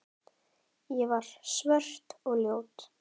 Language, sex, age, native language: Icelandic, female, 10, Icelandic